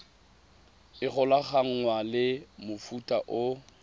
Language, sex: Tswana, male